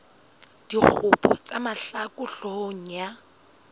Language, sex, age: Southern Sotho, female, 19